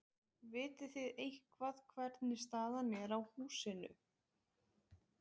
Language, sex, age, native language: Icelandic, female, 20-29, Icelandic